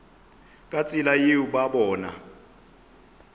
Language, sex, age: Northern Sotho, male, 24